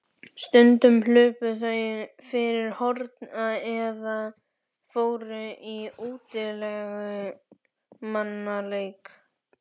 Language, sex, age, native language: Icelandic, male, 11, Icelandic